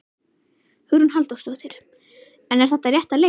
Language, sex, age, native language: Icelandic, female, 11, Icelandic